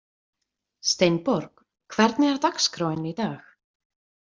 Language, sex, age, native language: Icelandic, female, 20-29, Icelandic